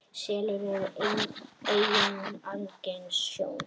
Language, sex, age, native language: Icelandic, female, 9, Icelandic